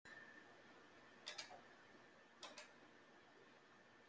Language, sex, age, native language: Icelandic, female, 50-59, Icelandic